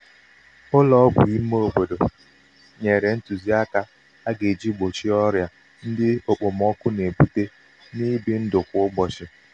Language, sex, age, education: Igbo, male, 15-29, tertiary